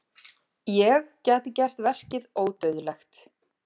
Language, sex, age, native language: Icelandic, female, 30-39, Icelandic